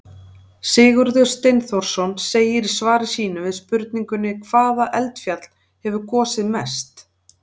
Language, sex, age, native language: Icelandic, female, 40-49, Icelandic